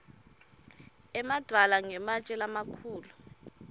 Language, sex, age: Swati, female, 23